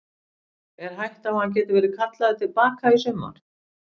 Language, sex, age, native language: Icelandic, female, 60-69, Icelandic